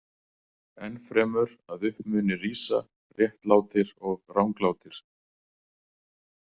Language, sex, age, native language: Icelandic, male, 40-49, Icelandic